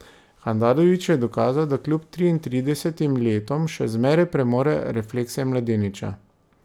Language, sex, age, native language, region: Slovenian, male, 30-49, Slovenian, Drava region